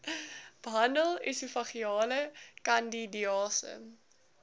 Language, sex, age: Afrikaans, female, 19